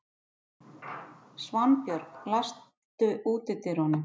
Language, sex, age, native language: Icelandic, female, 50-59, Icelandic